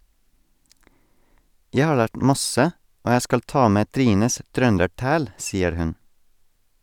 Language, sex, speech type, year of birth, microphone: Norwegian, male, read, 1984, Sennheiser